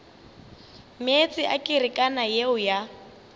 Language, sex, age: Northern Sotho, female, 24